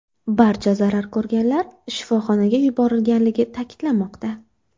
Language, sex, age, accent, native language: Uzbek, female, 19-29, Toshkent shahri, Uzbek